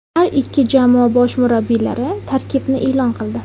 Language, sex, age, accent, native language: Uzbek, female, 19-29, Samarqand, Uzbek